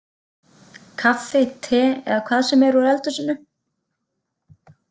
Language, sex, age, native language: Icelandic, female, 30-39, Icelandic